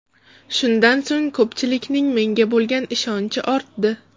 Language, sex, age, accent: Uzbek, female, 35+, Toshkent shahri